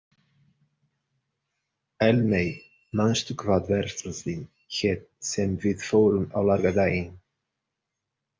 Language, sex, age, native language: Icelandic, male, 30-39, Portuguese